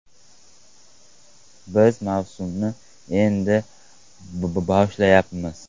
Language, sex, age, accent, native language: Uzbek, male, under 19, Toshkent shahri, Uzbek